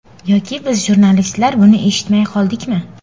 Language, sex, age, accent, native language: Uzbek, female, 18-24, Sirdaryo, Uzbek